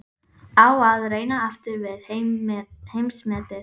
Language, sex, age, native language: Icelandic, female, 11, Icelandic